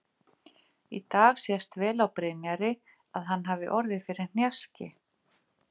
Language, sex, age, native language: Icelandic, female, 50-59, Icelandic